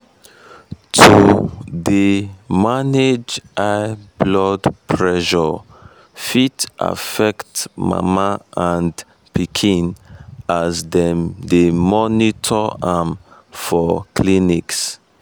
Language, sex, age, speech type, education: Nigerian Pidgin, male, 15-29, spontaneous, tertiary